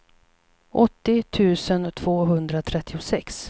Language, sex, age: Swedish, female, 37